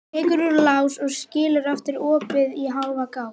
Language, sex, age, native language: Icelandic, female, 11, Icelandic